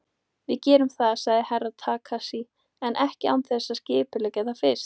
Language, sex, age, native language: Icelandic, female, 18-19, Icelandic